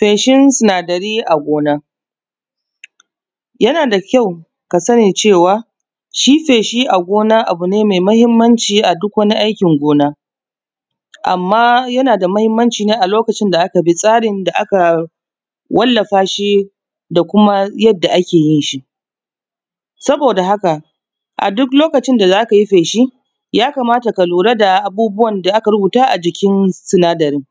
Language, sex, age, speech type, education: Hausa, female, 30-45, spontaneous, tertiary